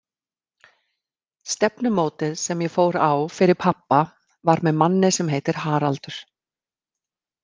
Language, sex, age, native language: Icelandic, female, 50-59, Icelandic